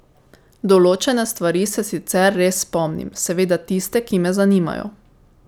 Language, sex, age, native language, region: Slovenian, female, 18-29, Slovenian, Savinja region